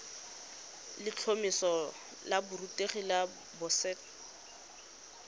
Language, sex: Tswana, female